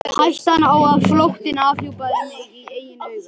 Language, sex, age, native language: Icelandic, male, 13, Icelandic